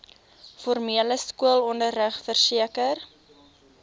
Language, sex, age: Afrikaans, female, 23